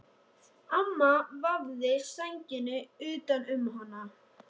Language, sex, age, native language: Icelandic, male, 13, Icelandic